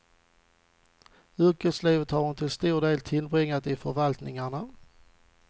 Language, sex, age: Swedish, male, 40